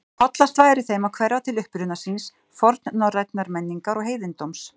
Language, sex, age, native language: Icelandic, female, 50-59, Icelandic